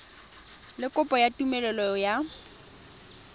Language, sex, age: Tswana, female, 21